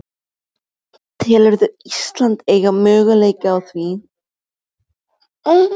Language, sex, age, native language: Icelandic, male, 13, Icelandic